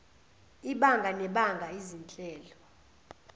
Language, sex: Zulu, female